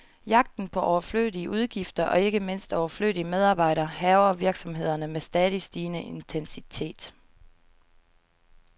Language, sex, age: Danish, female, 22